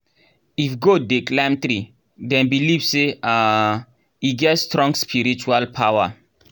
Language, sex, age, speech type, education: Nigerian Pidgin, male, 30-45, spontaneous, tertiary